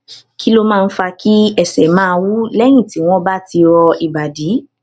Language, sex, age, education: Yoruba, female, 15-29, tertiary